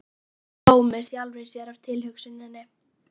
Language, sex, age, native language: Icelandic, female, 11, Icelandic